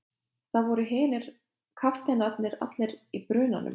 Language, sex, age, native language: Icelandic, female, 20-29, Lithuanian